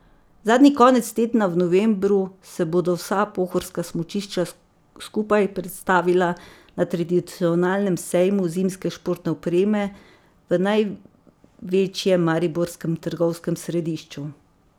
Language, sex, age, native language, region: Slovenian, female, 50-59, Slovenian, Savinja region